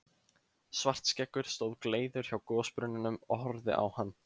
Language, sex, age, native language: Icelandic, male, 15, Icelandic